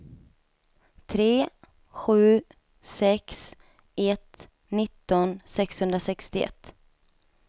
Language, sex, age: Swedish, female, 27